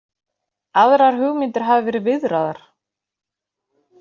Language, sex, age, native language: Icelandic, female, 40-49, Icelandic